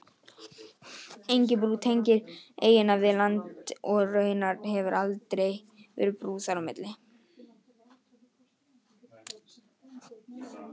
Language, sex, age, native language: Icelandic, male, 18-19, Icelandic